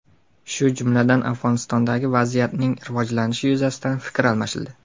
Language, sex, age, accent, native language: Uzbek, male, 19-29, Jizzax, Uzbek